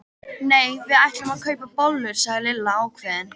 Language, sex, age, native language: Icelandic, female, 13, Icelandic